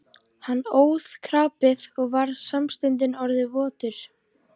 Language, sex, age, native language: Icelandic, female, 14, Icelandic